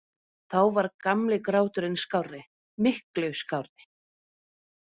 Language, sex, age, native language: Icelandic, female, 30-39, Norwegian